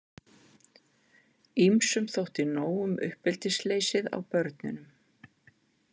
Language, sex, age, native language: Icelandic, female, 50-59, Icelandic